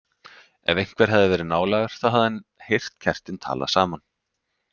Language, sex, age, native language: Icelandic, male, 30-39, Icelandic